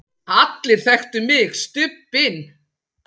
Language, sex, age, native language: Icelandic, female, 40-49, Icelandic